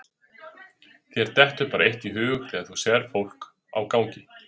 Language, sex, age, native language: Icelandic, male, 30-39, Icelandic